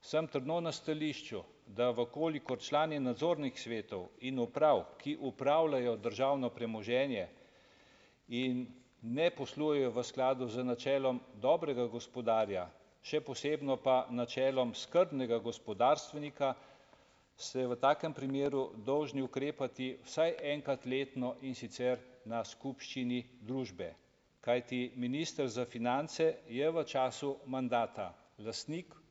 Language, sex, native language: Slovenian, male, Slovenian